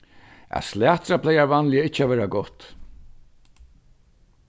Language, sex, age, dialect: Faroese, male, 61+, Vágar